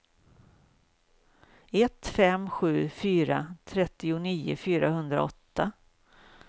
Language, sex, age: Swedish, female, 56